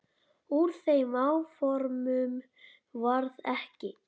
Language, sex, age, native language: Icelandic, female, 9, Icelandic